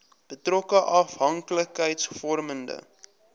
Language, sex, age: Afrikaans, male, 22